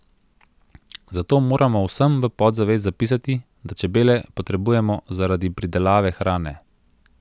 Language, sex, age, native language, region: Slovenian, male, 30-49, Slovenian, Central Slovenia